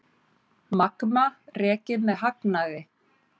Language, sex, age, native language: Icelandic, female, 30-39, Icelandic